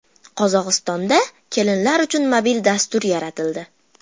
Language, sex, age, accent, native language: Uzbek, female, 12-17, Farg'ona, Uzbek